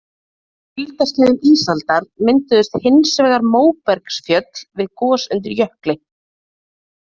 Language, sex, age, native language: Icelandic, female, 30-39, Icelandic